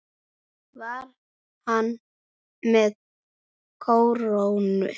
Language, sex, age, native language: Icelandic, male, 9, Icelandic